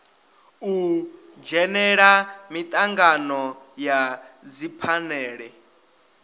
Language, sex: Venda, male